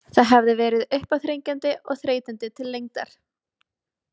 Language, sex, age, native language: Icelandic, female, 20-29, Icelandic